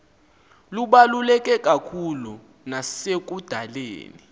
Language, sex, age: Xhosa, male, 19